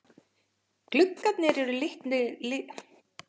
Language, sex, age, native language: Icelandic, female, 50-59, Icelandic